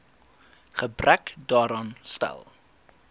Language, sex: Afrikaans, male